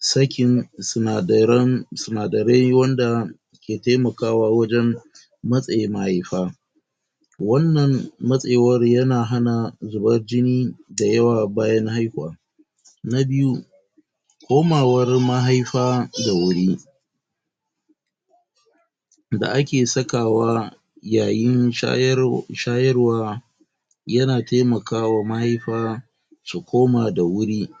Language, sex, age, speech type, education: Hausa, male, 46-60, spontaneous, tertiary